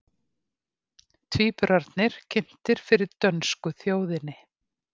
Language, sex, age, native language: Icelandic, female, 50-59, Icelandic